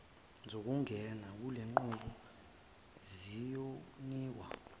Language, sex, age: Zulu, male, 23